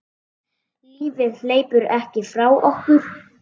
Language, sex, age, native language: Icelandic, female, 7, Icelandic